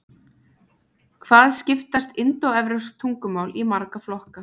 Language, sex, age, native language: Icelandic, female, 20-29, Icelandic